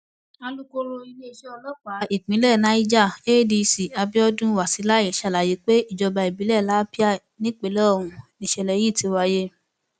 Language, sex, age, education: Yoruba, female, 15-29, tertiary